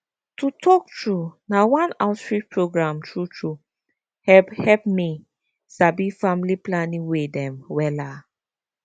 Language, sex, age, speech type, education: Nigerian Pidgin, female, 15-29, spontaneous, tertiary